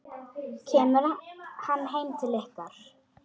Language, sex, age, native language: Icelandic, female, 10, Icelandic